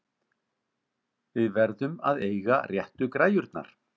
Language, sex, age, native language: Icelandic, male, 50-59, Icelandic